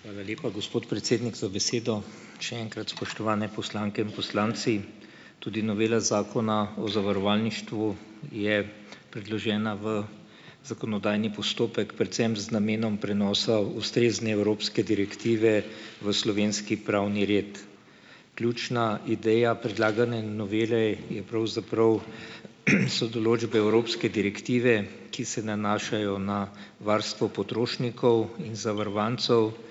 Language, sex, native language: Slovenian, male, Slovenian